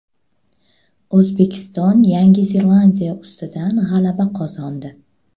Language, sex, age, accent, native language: Uzbek, female, 25-34, Buxoro, Uzbek